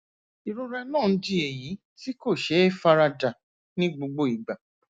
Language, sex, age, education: Yoruba, female, 46-60, tertiary